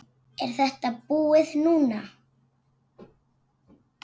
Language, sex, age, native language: Icelandic, female, 8, Icelandic